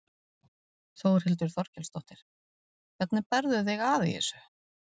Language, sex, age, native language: Icelandic, female, 40-49, Icelandic